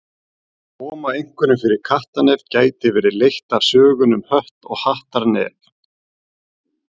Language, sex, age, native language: Icelandic, male, 40-49, Icelandic